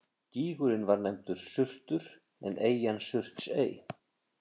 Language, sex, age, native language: Icelandic, male, 50-59, Icelandic